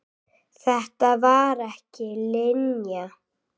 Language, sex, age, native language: Icelandic, female, 8, Icelandic